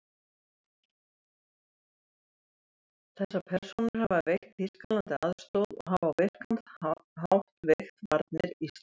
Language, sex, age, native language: Icelandic, female, 70-79, Icelandic